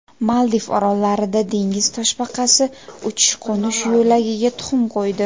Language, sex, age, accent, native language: Uzbek, female, 18-24, Jizzax, Uzbek